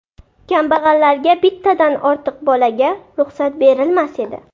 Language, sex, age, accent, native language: Uzbek, female, 12-17, Buxoro, Uzbek